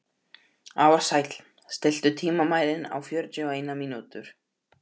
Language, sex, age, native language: Icelandic, male, 12, Icelandic